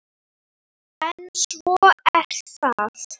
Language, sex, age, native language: Icelandic, female, 7, Icelandic